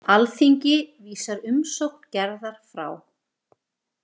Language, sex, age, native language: Icelandic, female, 40-49, Icelandic